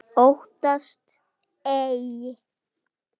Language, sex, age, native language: Icelandic, male, 9, Icelandic